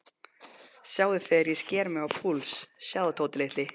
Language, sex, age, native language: Icelandic, male, 12, Icelandic